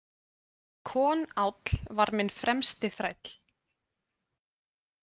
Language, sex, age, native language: Icelandic, female, 20-29, Icelandic